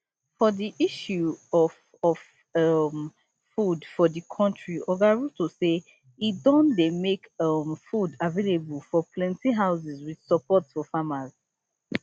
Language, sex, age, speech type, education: Nigerian Pidgin, female, 15-29, spontaneous, tertiary